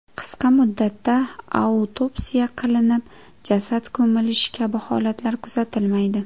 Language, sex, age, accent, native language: Uzbek, female, 18-24, Jizzax, Uzbek